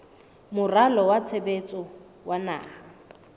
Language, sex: Southern Sotho, female